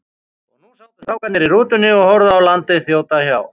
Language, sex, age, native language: Icelandic, male, 50-59, Icelandic